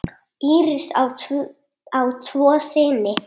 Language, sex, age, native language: Icelandic, male, 8, Icelandic